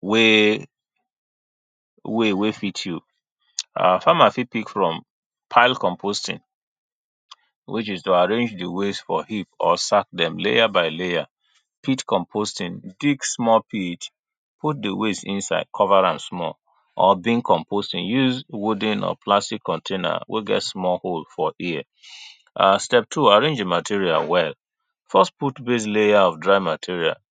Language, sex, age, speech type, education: Nigerian Pidgin, male, 30-45, spontaneous, tertiary